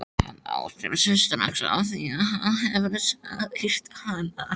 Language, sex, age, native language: Icelandic, male, 18-19, Icelandic